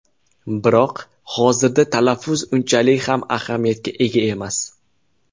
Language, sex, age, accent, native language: Uzbek, male, 19-29, Jizzax, Uzbek